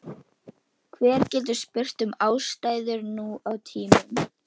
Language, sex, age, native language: Icelandic, female, 11, Icelandic